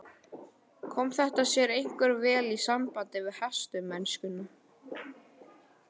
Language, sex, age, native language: Icelandic, male, 11, Icelandic